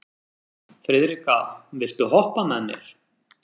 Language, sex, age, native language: Icelandic, male, 30-39, Icelandic